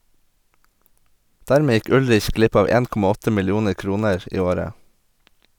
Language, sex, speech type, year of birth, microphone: Norwegian, male, read, 1989, Sennheiser